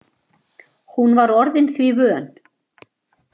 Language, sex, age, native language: Icelandic, female, 40-49, Icelandic